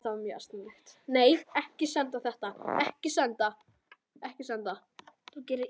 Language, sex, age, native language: Icelandic, male, 21, Icelandic